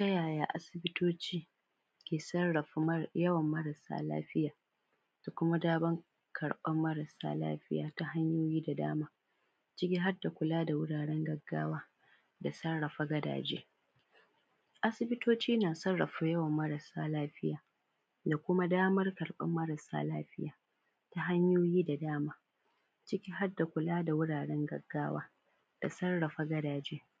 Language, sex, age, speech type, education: Hausa, female, 15-29, spontaneous, primary